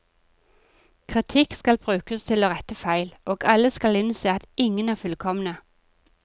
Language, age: Norwegian, 40